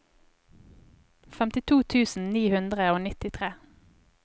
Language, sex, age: Norwegian, female, 25